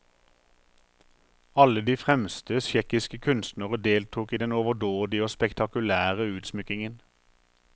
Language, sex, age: Norwegian, male, 43